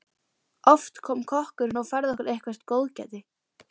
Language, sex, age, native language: Icelandic, female, 12, Icelandic